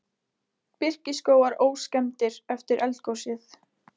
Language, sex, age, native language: Icelandic, female, 20-29, Icelandic